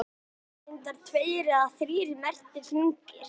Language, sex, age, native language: Icelandic, male, 11, Icelandic